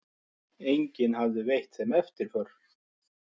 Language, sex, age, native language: Icelandic, male, 50-59, Icelandic